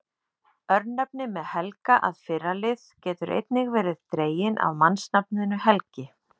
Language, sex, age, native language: Icelandic, female, 30-39, Icelandic